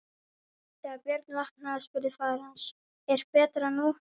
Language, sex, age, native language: Icelandic, female, 12, Icelandic